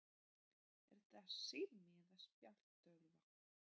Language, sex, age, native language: Icelandic, female, 30-39, Polish